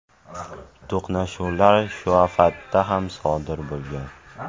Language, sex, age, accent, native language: Uzbek, male, 18-24, Andijon, Uzbek